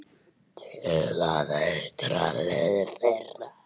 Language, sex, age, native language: Icelandic, male, 9, Icelandic